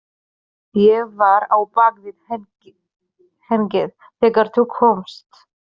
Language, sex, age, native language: Icelandic, female, 30-39, Polish